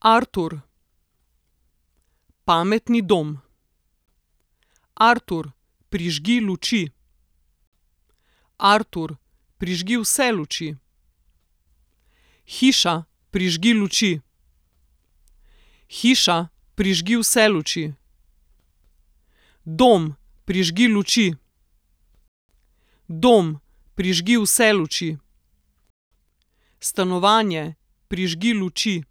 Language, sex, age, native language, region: Slovenian, female, 30-49, Slovenian, Southeast Slovenia